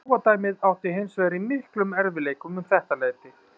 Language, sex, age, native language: Icelandic, male, 30-39, Icelandic